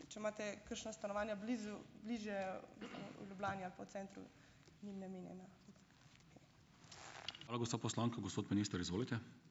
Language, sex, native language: Slovenian, female, Slovenian